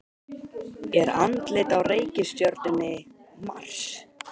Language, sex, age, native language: Icelandic, male, 18-19, Icelandic